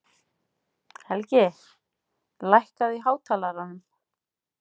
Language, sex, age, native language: Icelandic, female, 40-49, Icelandic